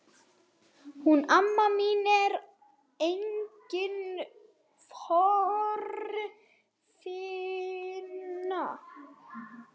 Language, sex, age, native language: Icelandic, female, 30-39, Swedish